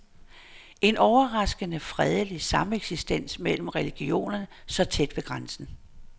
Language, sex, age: Danish, female, 59